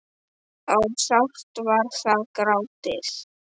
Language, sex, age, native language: Icelandic, male, 10, Icelandic